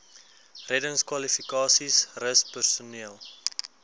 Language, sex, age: Afrikaans, male, 19